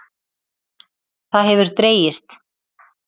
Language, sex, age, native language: Icelandic, female, 30-39, Icelandic